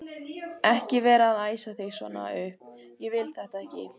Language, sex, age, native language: Icelandic, female, 18-19, Icelandic